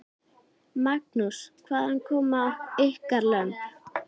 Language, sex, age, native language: Icelandic, female, 10, Icelandic